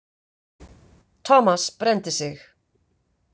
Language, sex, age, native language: Icelandic, female, 50-59, Icelandic